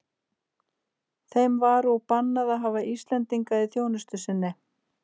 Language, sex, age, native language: Icelandic, female, 50-59, Icelandic